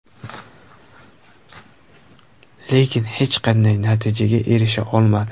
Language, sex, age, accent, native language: Uzbek, male, 18-24, Toshkent viloyati, Uzbek